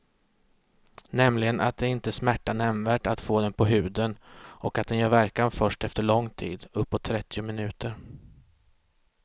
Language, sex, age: Swedish, male, 36